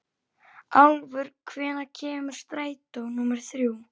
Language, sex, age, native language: Icelandic, female, 11, Icelandic